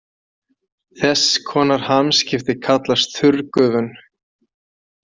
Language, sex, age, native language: Icelandic, male, 40-49, Icelandic